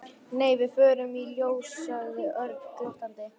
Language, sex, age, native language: Icelandic, male, 11, Icelandic